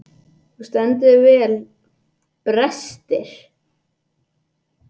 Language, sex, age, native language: Icelandic, male, 80-89, English